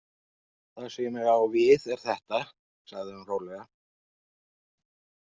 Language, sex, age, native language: Icelandic, male, 40-49, Icelandic